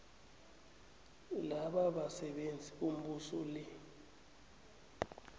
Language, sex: South Ndebele, male